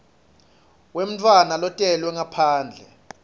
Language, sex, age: Swati, male, 26